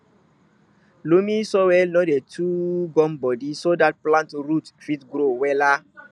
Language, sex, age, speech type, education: Nigerian Pidgin, male, 30-45, spontaneous, tertiary